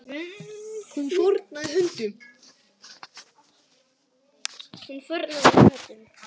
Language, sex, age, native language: Icelandic, male, 9, Icelandic